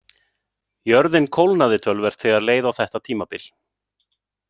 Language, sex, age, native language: Icelandic, male, 30-39, Icelandic